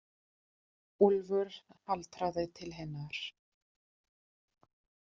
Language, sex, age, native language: Icelandic, female, 40-49, German